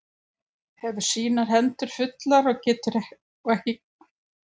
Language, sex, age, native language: Icelandic, female, 70-79, Icelandic